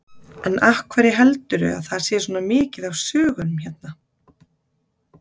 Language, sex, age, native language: Icelandic, female, 30-39, Icelandic